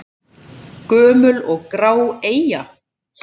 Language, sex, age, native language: Icelandic, female, 7, Icelandic